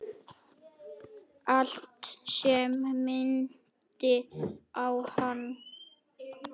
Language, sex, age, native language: Icelandic, male, 10, Icelandic